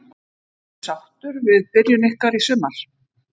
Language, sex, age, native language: Icelandic, female, 50-59, Icelandic